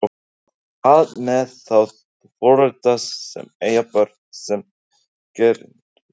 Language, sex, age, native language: Icelandic, male, 18-19, Icelandic